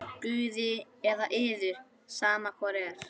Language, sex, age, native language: Icelandic, male, 11, Icelandic